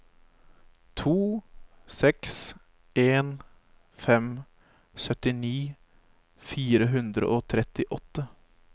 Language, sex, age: Norwegian, male, 25